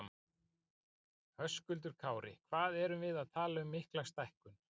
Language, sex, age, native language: Icelandic, male, 40-49, Icelandic